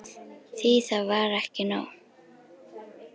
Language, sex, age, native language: Icelandic, female, 10, Icelandic